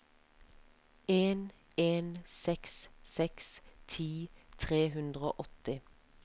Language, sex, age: Norwegian, female, 33